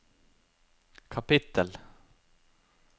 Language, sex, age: Norwegian, male, 23